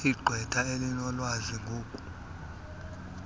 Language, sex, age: Xhosa, male, 26